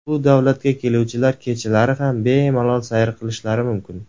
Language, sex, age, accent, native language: Uzbek, male, 19-29, Surxondaryo, Uzbek